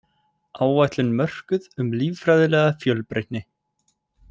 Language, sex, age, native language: Icelandic, male, 18-19, Icelandic